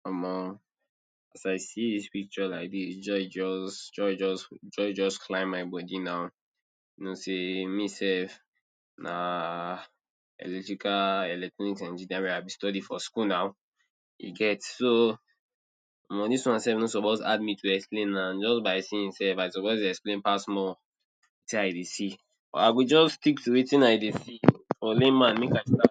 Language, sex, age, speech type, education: Nigerian Pidgin, male, 30-45, spontaneous, tertiary